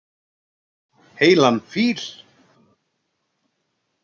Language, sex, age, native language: Icelandic, male, 60-69, Icelandic